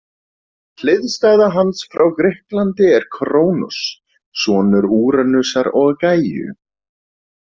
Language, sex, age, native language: Icelandic, male, 30-39, Icelandic